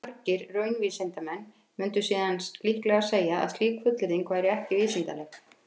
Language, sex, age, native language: Icelandic, female, 50-59, Icelandic